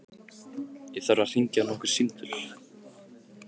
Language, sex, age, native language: Icelandic, male, 15, Icelandic